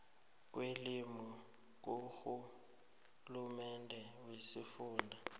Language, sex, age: South Ndebele, male, 19